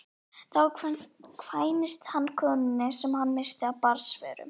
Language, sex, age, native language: Icelandic, female, 11, Icelandic